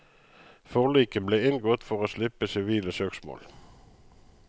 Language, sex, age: Norwegian, male, 35